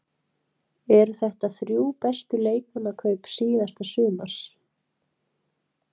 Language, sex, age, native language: Icelandic, female, 30-39, Icelandic